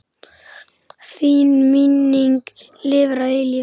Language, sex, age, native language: Icelandic, male, 10, Icelandic